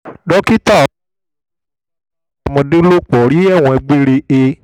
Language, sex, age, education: Yoruba, male, 15-29, tertiary